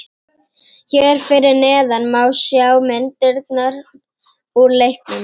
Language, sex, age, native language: Icelandic, female, 18-19, Icelandic